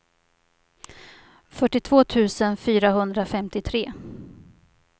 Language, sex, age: Swedish, female, 50